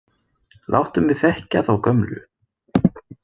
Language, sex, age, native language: Icelandic, female, 20-29, Icelandic